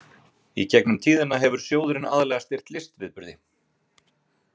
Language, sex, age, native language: Icelandic, male, 40-49, Icelandic